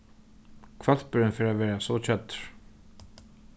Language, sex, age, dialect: Faroese, male, 15-35, Norðurstreymoy/Eysturoy